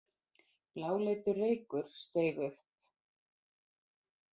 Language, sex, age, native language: Icelandic, female, 40-49, Icelandic